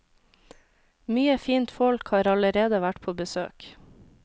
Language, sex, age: Norwegian, female, 26